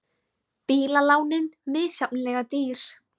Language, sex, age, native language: Icelandic, female, 20-29, Icelandic